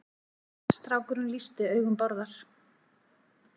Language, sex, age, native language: Icelandic, female, 40-49, Icelandic